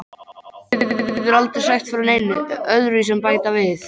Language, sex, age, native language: Icelandic, male, 13, Icelandic